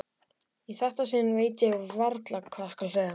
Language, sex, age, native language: Icelandic, male, 12, Icelandic